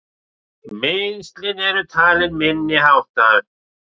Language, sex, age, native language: Icelandic, male, 40-49, Icelandic